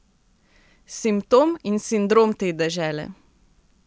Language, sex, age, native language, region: Slovenian, female, 18-29, Slovenian, Central Slovenia